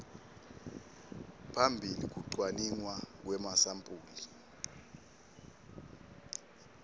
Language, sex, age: Swati, male, 19